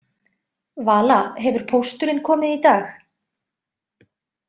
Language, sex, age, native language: Icelandic, female, 20-29, Icelandic